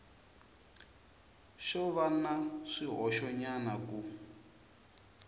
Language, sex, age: Tsonga, male, 24